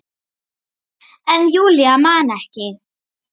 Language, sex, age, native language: Icelandic, female, 8, Icelandic